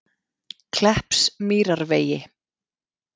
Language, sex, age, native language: Icelandic, female, 50-59, Icelandic